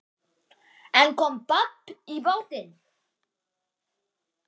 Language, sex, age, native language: Icelandic, male, 10, Icelandic